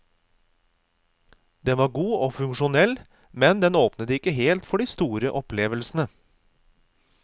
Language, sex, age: Norwegian, male, 36